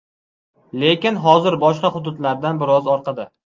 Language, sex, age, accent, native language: Uzbek, male, 12-17, Qashqadaryo, Uzbek